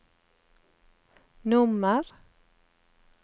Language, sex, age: Norwegian, female, 35